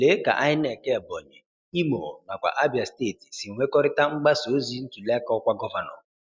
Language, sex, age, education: Igbo, male, 30-45, tertiary